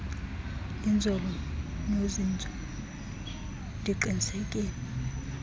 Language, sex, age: Xhosa, female, 32